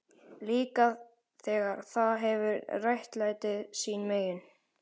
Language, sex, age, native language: Icelandic, male, 12, Icelandic